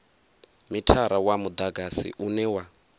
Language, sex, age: Venda, male, 24